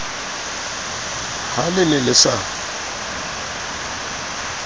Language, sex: Southern Sotho, male